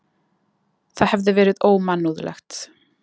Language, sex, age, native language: Icelandic, female, 20-29, Icelandic